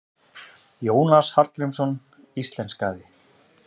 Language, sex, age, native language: Icelandic, male, 30-39, Icelandic